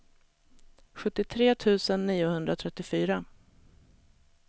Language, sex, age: Swedish, female, 37